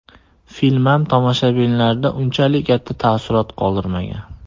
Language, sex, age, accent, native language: Uzbek, male, 18-24, Andijon, Uzbek